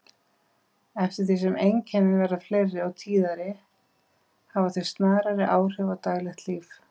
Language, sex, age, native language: Icelandic, female, 50-59, Icelandic